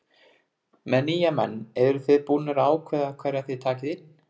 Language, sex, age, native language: Icelandic, male, 20-29, Icelandic